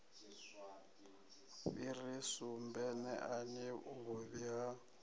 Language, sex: Venda, male